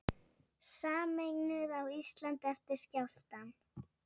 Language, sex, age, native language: Icelandic, female, 30-39, Icelandic